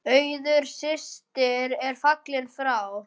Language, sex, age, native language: Icelandic, male, 10, Icelandic